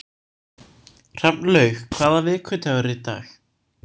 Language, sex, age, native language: Icelandic, male, 18-19, Icelandic